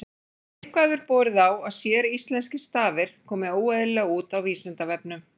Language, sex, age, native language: Icelandic, female, 40-49, Icelandic